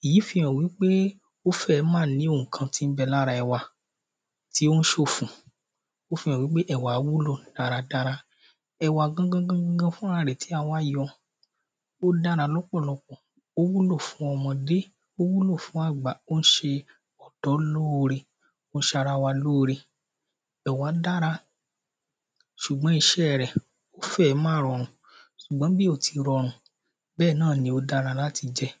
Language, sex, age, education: Yoruba, male, 30-45, primary